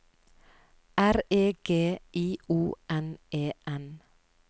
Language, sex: Norwegian, female